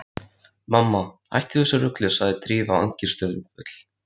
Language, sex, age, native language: Icelandic, male, 13, Icelandic